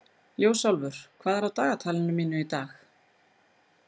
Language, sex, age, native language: Icelandic, female, 40-49, Icelandic